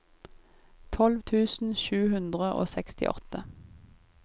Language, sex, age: Norwegian, female, 25